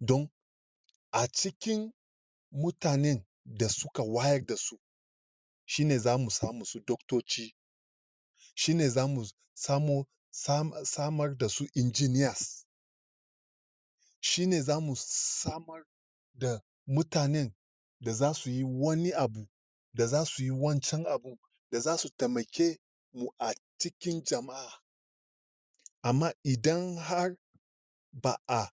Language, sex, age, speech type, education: Hausa, male, 30-45, spontaneous, tertiary